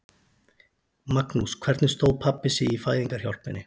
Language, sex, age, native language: Icelandic, male, 40-49, Icelandic